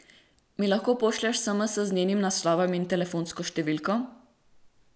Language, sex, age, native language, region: Slovenian, female, 18-29, Slovenian, Central Slovenia